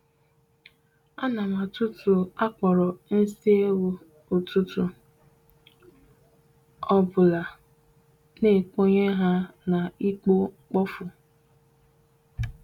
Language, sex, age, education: Igbo, female, 15-29, tertiary